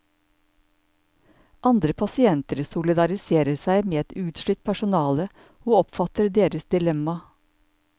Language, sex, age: Norwegian, male, 54